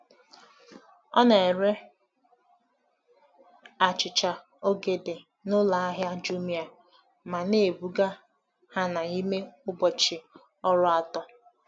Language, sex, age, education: Igbo, female, 15-29, tertiary